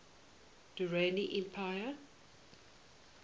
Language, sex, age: English, female, 18